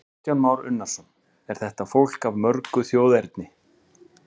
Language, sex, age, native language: Icelandic, male, 40-49, Icelandic